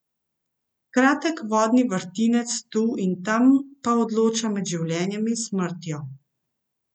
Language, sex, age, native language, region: Slovenian, female, 50-59, Slovenian, Central Slovenia